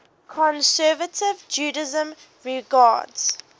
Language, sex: English, female